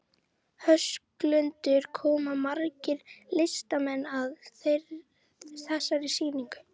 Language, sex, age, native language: Icelandic, female, 11, Icelandic